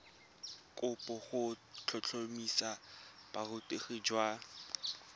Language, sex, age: Tswana, male, 20